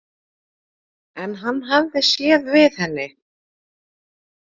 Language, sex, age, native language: Icelandic, female, 40-49, Icelandic